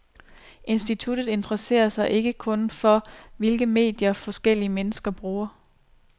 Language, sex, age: Danish, female, 29